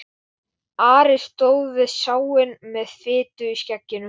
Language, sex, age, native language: Icelandic, male, 12, Icelandic